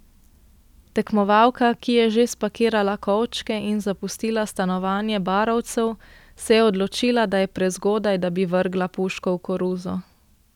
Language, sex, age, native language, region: Slovenian, female, 18-29, Slovenian, Central Slovenia